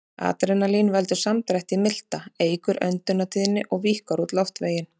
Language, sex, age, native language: Icelandic, female, 30-39, Icelandic